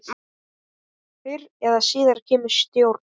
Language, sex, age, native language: Icelandic, male, 9, Icelandic